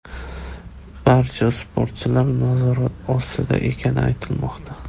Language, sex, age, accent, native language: Uzbek, male, 18-24, Samarqand, Uzbek